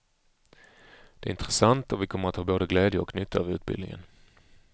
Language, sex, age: Swedish, male, 35